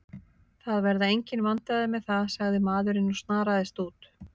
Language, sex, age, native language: Icelandic, female, 50-59, Icelandic